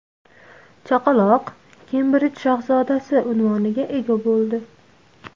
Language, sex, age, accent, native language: Uzbek, female, 18-24, Namangan, Uzbek